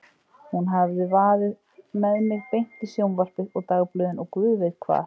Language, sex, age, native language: Icelandic, female, 30-39, Icelandic